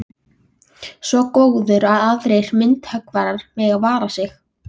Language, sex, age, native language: Icelandic, female, 14, Icelandic